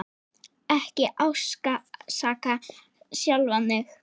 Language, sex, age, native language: Icelandic, female, 10, Icelandic